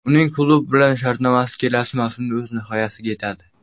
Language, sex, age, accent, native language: Uzbek, male, under 19, Samarqand, Uzbek